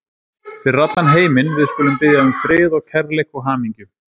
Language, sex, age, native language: Icelandic, male, 30-39, Icelandic